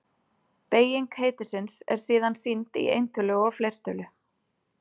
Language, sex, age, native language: Icelandic, female, 30-39, Icelandic